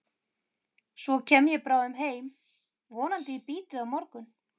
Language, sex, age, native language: Icelandic, female, 30-39, Icelandic